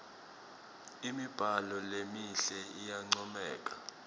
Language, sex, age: Swati, male, 25